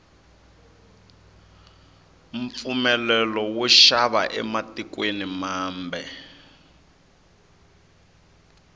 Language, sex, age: Tsonga, male, 22